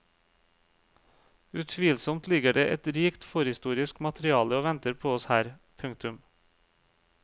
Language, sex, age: Norwegian, male, 35